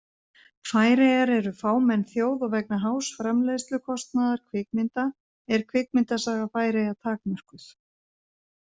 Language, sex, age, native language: Icelandic, female, 50-59, Icelandic